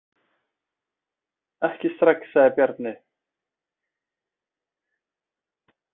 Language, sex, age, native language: Icelandic, male, 20-29, Icelandic